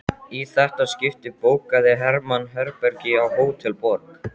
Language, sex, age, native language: Icelandic, male, 12, Icelandic